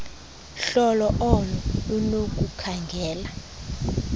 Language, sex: Xhosa, female